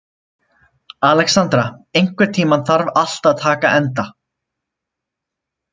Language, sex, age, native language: Icelandic, male, 20-29, Icelandic